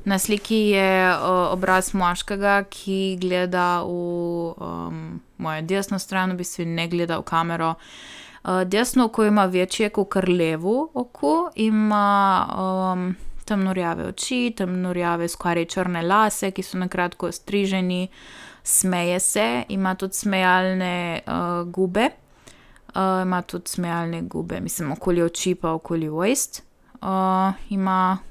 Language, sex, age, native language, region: Slovenian, female, 18-29, Slovenian, Primorsko-notranjska region